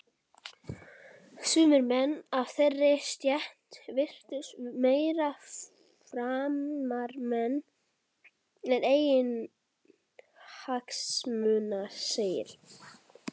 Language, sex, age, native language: Icelandic, male, 11, Icelandic